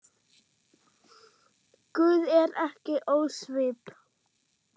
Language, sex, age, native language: Icelandic, male, 6, German